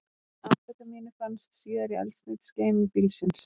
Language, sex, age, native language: Icelandic, female, 30-39, Icelandic